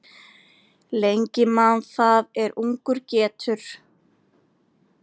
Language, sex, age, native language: Icelandic, female, 40-49, Icelandic